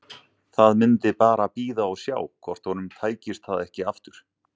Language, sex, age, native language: Icelandic, male, 40-49, Icelandic